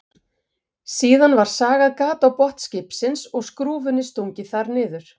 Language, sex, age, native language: Icelandic, female, 50-59, Icelandic